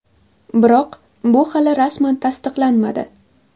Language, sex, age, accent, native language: Uzbek, female, 18-24, Qashqadaryo, Uzbek